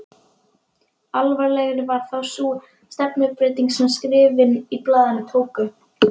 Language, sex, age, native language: Icelandic, female, 11, Icelandic